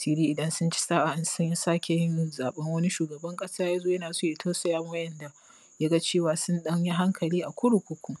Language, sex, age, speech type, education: Hausa, female, 30-45, spontaneous, primary